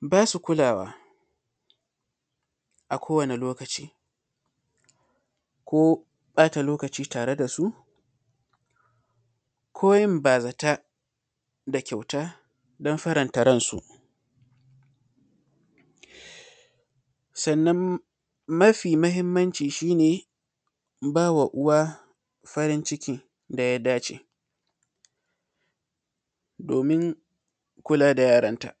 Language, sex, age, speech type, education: Hausa, male, 15-29, spontaneous, secondary